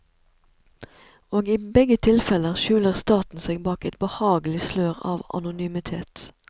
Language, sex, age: Norwegian, female, 37